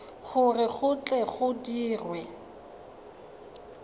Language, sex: Tswana, female